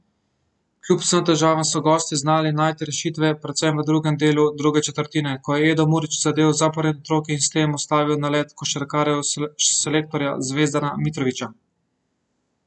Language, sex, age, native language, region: Slovenian, male, 18-29, Slovenian, Central Slovenia